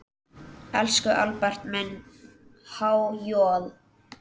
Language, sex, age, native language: Icelandic, male, 10, Icelandic